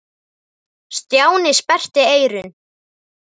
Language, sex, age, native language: Icelandic, male, 10, Icelandic